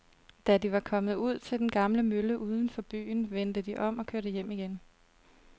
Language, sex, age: Danish, female, 32